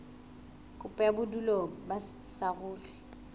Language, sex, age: Southern Sotho, female, 21